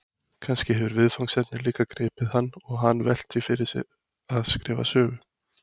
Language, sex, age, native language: Icelandic, male, 20-29, Icelandic